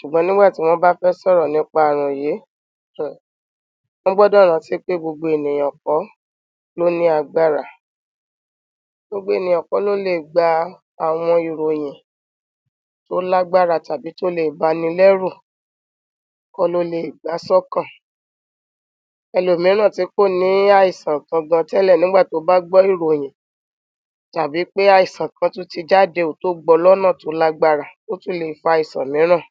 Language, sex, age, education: Yoruba, female, 30-45, tertiary